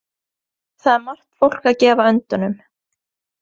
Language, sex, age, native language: Icelandic, female, 20-29, Norwegian